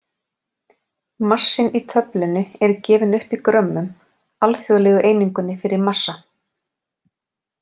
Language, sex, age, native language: Icelandic, female, 40-49, Icelandic